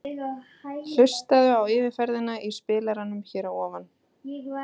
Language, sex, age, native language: Icelandic, female, 30-39, Icelandic